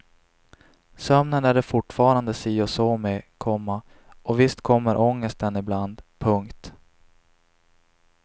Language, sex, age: Swedish, male, 26